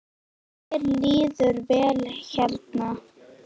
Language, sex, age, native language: Icelandic, female, 9, Icelandic